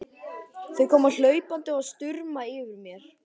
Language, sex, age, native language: Icelandic, male, 12, Icelandic